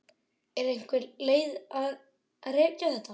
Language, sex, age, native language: Icelandic, male, 12, Icelandic